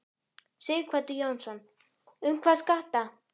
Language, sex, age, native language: Icelandic, female, 12, Icelandic